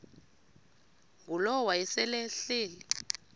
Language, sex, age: Xhosa, female, 32